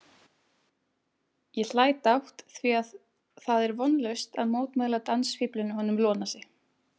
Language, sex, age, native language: Icelandic, female, 18-19, Icelandic